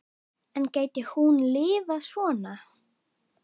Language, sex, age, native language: Icelandic, female, 9, Icelandic